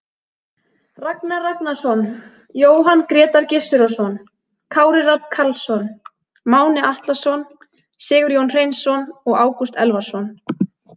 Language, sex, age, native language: Icelandic, female, 20-29, Icelandic